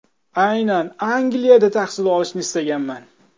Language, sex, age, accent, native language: Uzbek, male, 35+, Toshkent viloyati, Uzbek